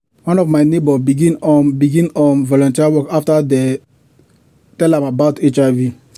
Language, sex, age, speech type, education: Nigerian Pidgin, male, 15-29, spontaneous, tertiary